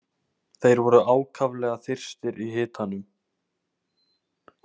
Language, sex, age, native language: Icelandic, male, 18-19, Icelandic